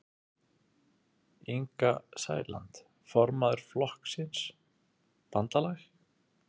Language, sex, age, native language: Icelandic, male, 30-39, Icelandic